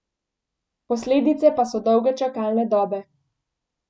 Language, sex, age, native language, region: Slovenian, female, 18-29, Slovenian, Central Slovenia